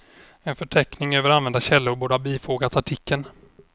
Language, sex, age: Swedish, male, 26